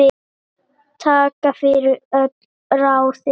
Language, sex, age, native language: Icelandic, female, 9, Icelandic